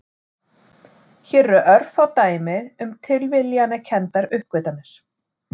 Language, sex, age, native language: Icelandic, female, 40-49, Icelandic